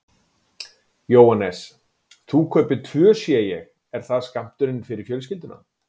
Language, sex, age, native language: Icelandic, male, 40-49, Icelandic